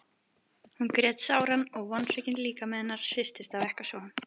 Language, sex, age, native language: Icelandic, female, 11, Icelandic